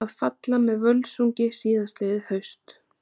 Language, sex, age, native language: Icelandic, female, 30-39, Icelandic